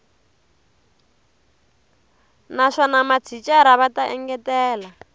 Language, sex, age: Tsonga, female, 22